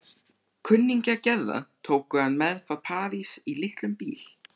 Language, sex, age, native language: Icelandic, male, 13, Icelandic